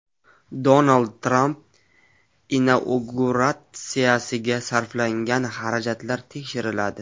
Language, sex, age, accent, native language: Uzbek, male, 25-34, Qashqadaryo, Uzbek